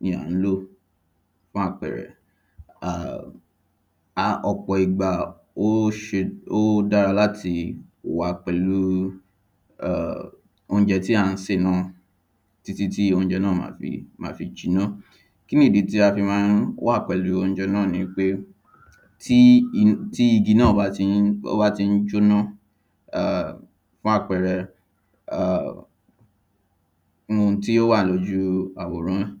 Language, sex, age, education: Yoruba, male, 15-29, tertiary